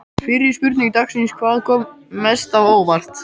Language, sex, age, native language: Icelandic, male, 12, Icelandic